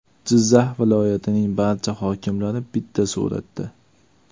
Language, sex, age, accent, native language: Uzbek, male, 25-34, Farg'ona, Uzbek